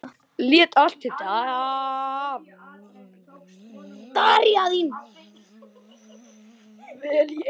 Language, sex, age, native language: Icelandic, male, 10, Icelandic